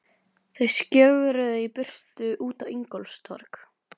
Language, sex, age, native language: Icelandic, female, 11, Norwegian